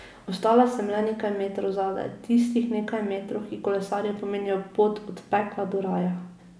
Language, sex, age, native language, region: Slovenian, female, 18-29, Slovenian, Drava region